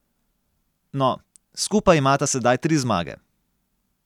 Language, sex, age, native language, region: Slovenian, male, 30-49, Slovenian, Gorenjska region